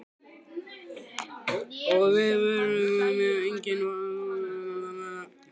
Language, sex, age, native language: Icelandic, male, 15, Icelandic